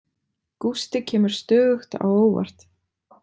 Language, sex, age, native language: Icelandic, female, 20-29, Icelandic